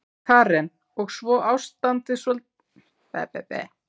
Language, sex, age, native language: Icelandic, female, 40-49, Icelandic